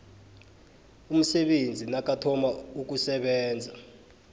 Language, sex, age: South Ndebele, male, 23